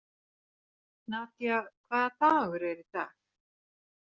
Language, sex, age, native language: Icelandic, female, 40-49, Finnish